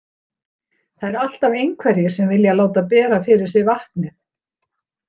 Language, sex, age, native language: Icelandic, female, 60-69, Icelandic